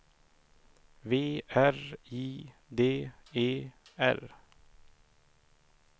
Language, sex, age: Swedish, male, 31